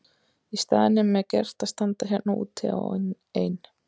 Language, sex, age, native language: Icelandic, female, 30-39, Icelandic